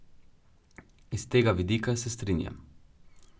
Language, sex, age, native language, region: Slovenian, male, 12-17, Slovenian, Drava region